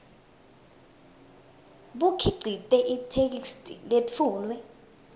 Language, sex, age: Swati, female, 20